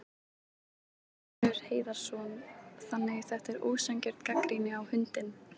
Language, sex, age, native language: Icelandic, female, 18-19, Icelandic